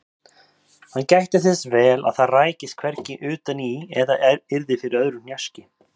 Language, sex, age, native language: Icelandic, male, 30-39, Icelandic